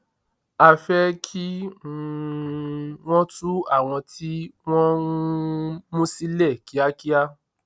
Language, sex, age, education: Yoruba, female, 15-29, tertiary